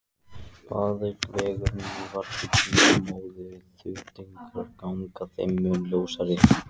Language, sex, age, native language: Icelandic, male, 14, Icelandic